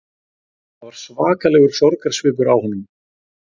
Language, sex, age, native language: Icelandic, male, 40-49, Icelandic